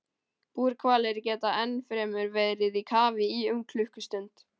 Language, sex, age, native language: Icelandic, male, 18-19, Icelandic